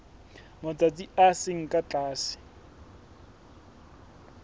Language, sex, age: Southern Sotho, male, 21